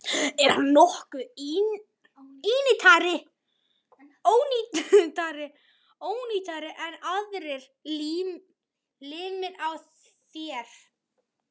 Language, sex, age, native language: Icelandic, male, 11, Icelandic